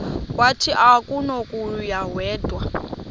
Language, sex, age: Xhosa, female, 24